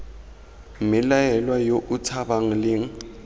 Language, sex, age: Tswana, male, 23